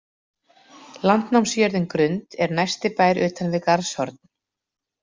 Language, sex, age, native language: Icelandic, female, 40-49, Icelandic